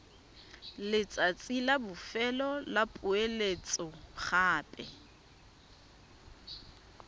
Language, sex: Tswana, female